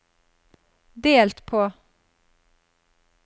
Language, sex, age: Norwegian, female, 32